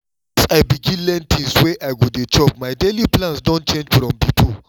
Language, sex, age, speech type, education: Nigerian Pidgin, male, 30-45, spontaneous, tertiary